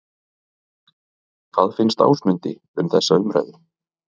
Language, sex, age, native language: Icelandic, male, 30-39, Icelandic